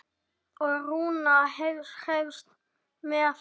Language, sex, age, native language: Icelandic, male, 10, Icelandic